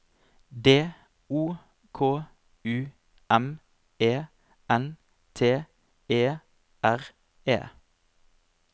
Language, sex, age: Norwegian, male, 25